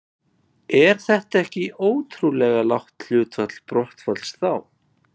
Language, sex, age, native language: Icelandic, male, 20-29, Icelandic